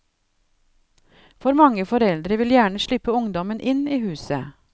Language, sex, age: Norwegian, female, 52